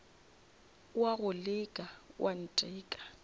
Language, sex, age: Northern Sotho, female, 24